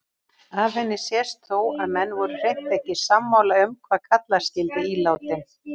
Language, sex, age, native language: Icelandic, female, 60-69, Icelandic